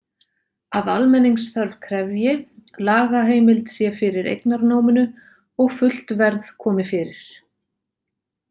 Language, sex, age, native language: Icelandic, female, 40-49, Icelandic